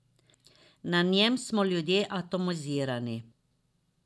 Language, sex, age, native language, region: Slovenian, female, 50-59, Slovenian, Drava region